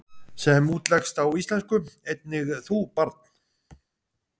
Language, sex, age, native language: Icelandic, male, 50-59, Icelandic